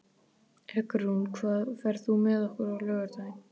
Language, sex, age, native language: Icelandic, male, 12, Icelandic